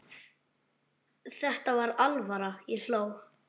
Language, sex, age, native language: Icelandic, male, 9, Icelandic